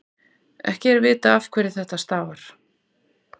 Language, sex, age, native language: Icelandic, female, 40-49, Icelandic